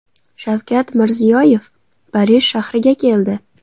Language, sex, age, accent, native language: Uzbek, female, 19-29, Andijon, Uzbek